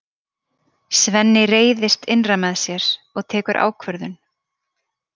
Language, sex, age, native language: Icelandic, female, 30-39, Icelandic